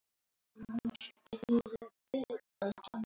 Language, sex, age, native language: Icelandic, male, 7, Icelandic